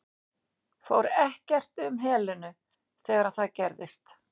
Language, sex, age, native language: Icelandic, female, 60-69, Icelandic